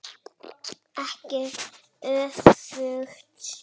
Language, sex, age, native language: Icelandic, female, 7, Icelandic